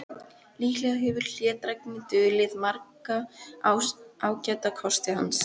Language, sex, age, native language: Icelandic, female, 11, Icelandic